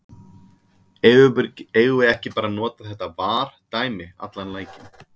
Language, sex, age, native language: Icelandic, male, 30-39, Icelandic